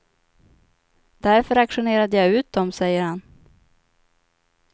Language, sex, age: Swedish, female, 25